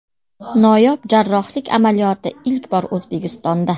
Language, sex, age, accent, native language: Uzbek, female, 35+, Farg'ona, Uzbek